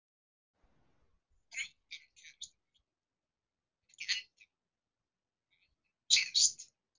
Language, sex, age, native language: Icelandic, female, 30-39, Icelandic